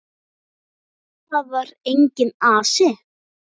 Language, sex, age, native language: Icelandic, female, 9, Icelandic